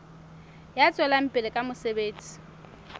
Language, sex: Southern Sotho, female